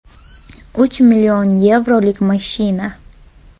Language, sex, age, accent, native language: Uzbek, female, 18-24, Toshkent viloyati, Uzbek